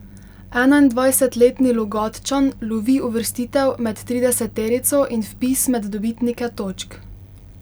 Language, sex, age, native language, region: Slovenian, female, 18-29, Slovenian, Pomurje region